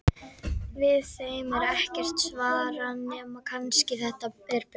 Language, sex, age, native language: Icelandic, female, 50-59, Icelandic